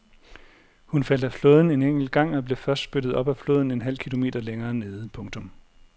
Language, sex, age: Danish, male, 40